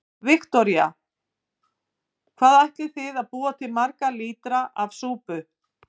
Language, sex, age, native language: Icelandic, female, 50-59, Icelandic